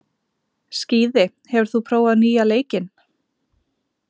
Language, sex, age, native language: Icelandic, female, 20-29, Icelandic